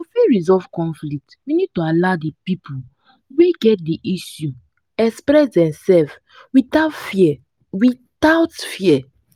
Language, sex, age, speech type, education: Nigerian Pidgin, female, 15-29, spontaneous, tertiary